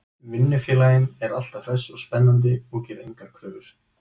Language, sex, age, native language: Icelandic, male, 20-29, Icelandic